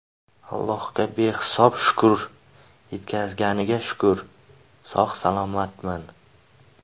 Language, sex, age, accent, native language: Uzbek, male, 18-24, Samarqand, Uzbek